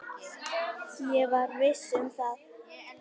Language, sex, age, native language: Icelandic, female, 10, Icelandic